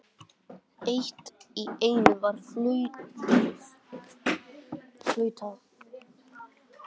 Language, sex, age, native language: Icelandic, male, 18-19, Icelandic